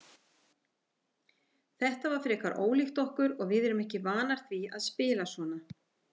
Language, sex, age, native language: Icelandic, female, 50-59, Icelandic